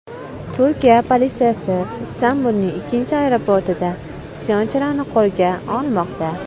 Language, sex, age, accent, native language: Uzbek, female, under 19, Toshkent viloyati, Uzbek